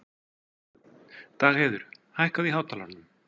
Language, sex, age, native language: Icelandic, male, 40-49, Icelandic